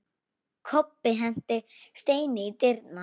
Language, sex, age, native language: Icelandic, female, 9, Icelandic